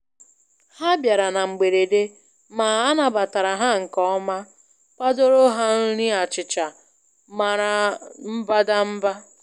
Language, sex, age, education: Igbo, female, 15-29, tertiary